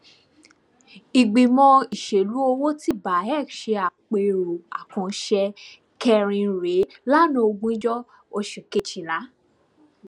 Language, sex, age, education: Yoruba, male, 15-29, tertiary